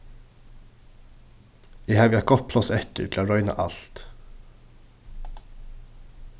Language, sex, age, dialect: Faroese, male, 15-35, Suðurstreymoy